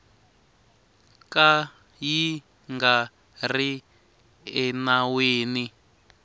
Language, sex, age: Tsonga, male, 19